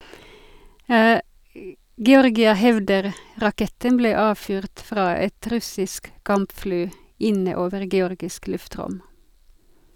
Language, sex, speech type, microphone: Norwegian, female, read, Sennheiser